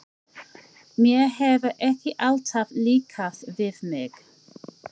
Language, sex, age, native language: Icelandic, female, 40-49, English